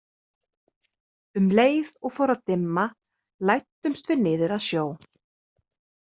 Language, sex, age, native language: Icelandic, female, 30-39, Icelandic